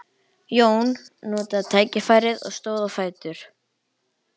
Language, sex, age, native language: Icelandic, male, 11, Icelandic